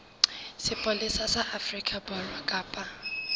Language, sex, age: Southern Sotho, female, 19